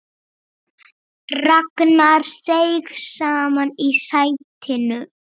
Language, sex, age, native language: Icelandic, female, 7, Icelandic